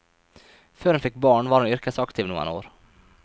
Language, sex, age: Norwegian, male, 23